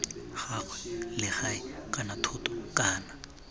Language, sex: Tswana, male